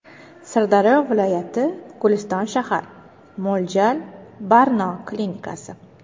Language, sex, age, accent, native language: Uzbek, female, 19-29, Navoiy, Uzbek